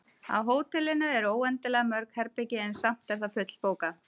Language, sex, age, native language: Icelandic, female, 30-39, Icelandic